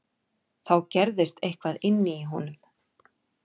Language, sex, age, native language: Icelandic, female, 40-49, Icelandic